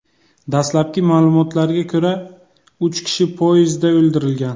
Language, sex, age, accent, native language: Uzbek, male, 18-24, Buxoro, Uzbek